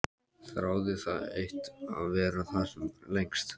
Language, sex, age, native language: Icelandic, male, 13, Icelandic